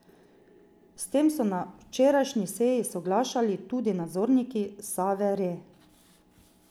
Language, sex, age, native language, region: Slovenian, female, 30-49, Slovenian, Drava region